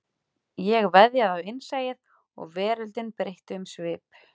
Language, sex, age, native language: Icelandic, female, 40-49, Icelandic